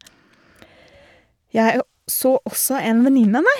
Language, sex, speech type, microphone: Norwegian, female, spontaneous, Shure